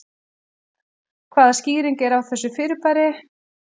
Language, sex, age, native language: Icelandic, female, 40-49, Icelandic